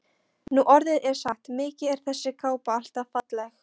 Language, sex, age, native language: Icelandic, female, 13, Polish